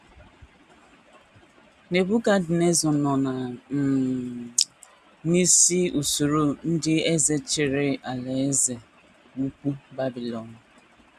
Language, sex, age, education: Igbo, female, 15-29, tertiary